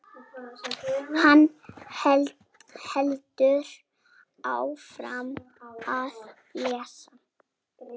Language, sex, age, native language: Icelandic, male, 6, Icelandic